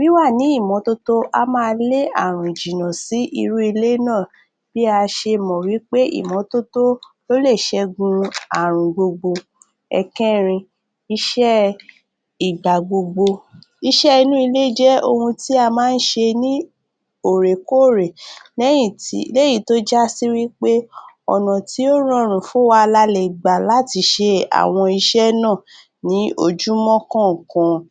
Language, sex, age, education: Yoruba, female, 30-45, tertiary